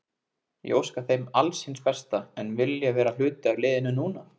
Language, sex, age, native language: Icelandic, male, 20-29, Icelandic